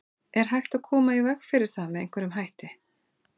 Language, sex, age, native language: Icelandic, female, 40-49, Icelandic